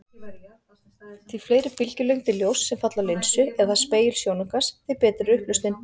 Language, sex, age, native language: Icelandic, female, 40-49, Icelandic